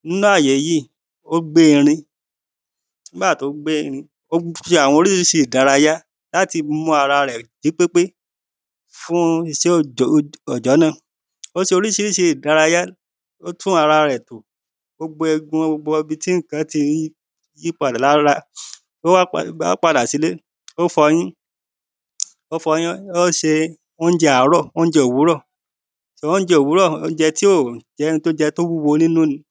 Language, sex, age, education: Yoruba, male, 30-45, primary